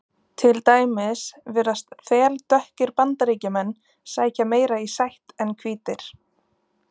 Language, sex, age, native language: Icelandic, female, 20-29, Icelandic